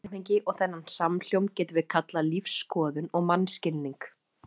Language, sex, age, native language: Icelandic, female, 30-39, Icelandic